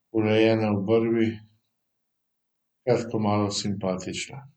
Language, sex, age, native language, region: Slovenian, male, 50-59, Slovenian, Central Slovenia